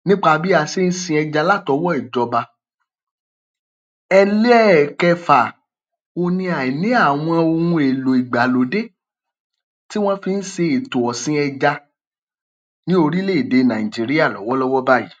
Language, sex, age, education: Yoruba, male, 30-45, tertiary